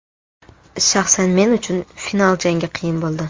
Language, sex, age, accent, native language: Uzbek, female, 18-24, Toshkent shahri, Uzbek